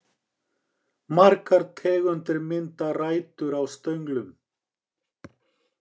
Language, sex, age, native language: Icelandic, other, 40-49, Icelandic